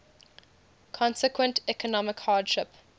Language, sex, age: English, female, 20